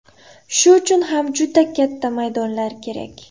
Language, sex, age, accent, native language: Uzbek, female, 18-24, Qoraqalpog'iston, Uzbek